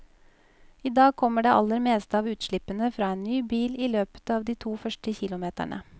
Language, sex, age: Norwegian, female, 28